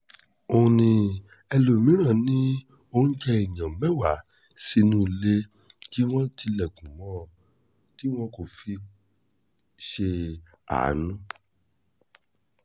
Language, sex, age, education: Yoruba, male, 30-45, tertiary